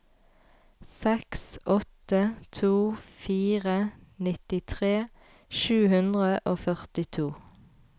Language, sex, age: Norwegian, female, 33